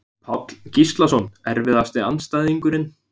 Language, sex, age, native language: Icelandic, male, 20-29, Icelandic